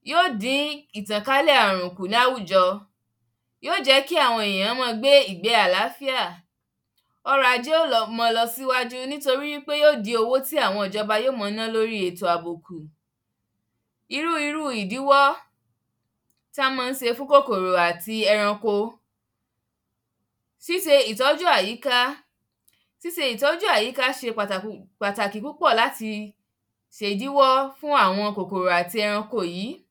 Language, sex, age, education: Yoruba, female, 15-29, primary